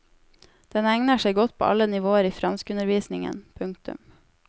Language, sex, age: Norwegian, female, 18